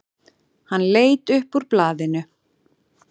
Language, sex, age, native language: Icelandic, female, 40-49, Icelandic